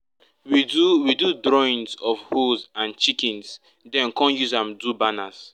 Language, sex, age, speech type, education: Nigerian Pidgin, male, 15-29, spontaneous, secondary